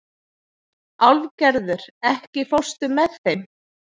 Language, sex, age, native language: Icelandic, female, 40-49, Icelandic